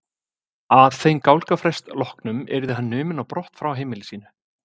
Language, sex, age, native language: Icelandic, male, 50-59, Icelandic